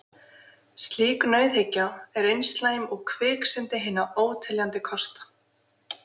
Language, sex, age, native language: Icelandic, female, 20-29, Icelandic